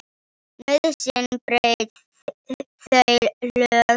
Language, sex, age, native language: Icelandic, female, 10, Icelandic